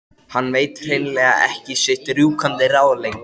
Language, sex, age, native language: Icelandic, male, 13, Icelandic